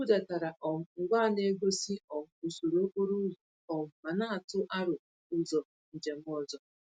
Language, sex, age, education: Igbo, female, 15-29, tertiary